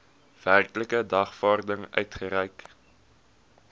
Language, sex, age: Afrikaans, male, 21